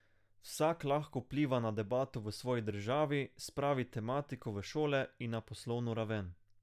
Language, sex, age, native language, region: Slovenian, male, 18-29, Slovenian, Carinthia region